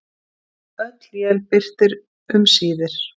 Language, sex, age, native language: Icelandic, female, 50-59, Icelandic